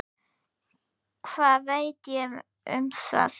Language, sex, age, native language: Icelandic, female, 9, Icelandic